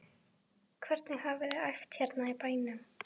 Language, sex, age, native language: Icelandic, female, 11, Icelandic